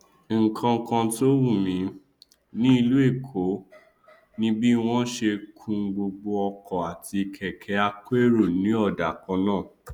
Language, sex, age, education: Yoruba, male, 15-29, tertiary